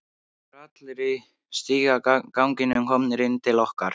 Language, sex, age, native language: Icelandic, male, 13, Icelandic